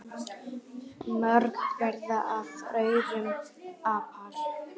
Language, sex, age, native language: Icelandic, female, 10, Icelandic